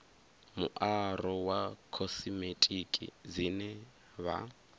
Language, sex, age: Venda, male, 24